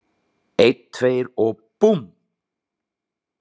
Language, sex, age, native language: Icelandic, male, 30-39, Icelandic